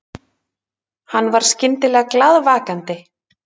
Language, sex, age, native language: Icelandic, female, 30-39, Icelandic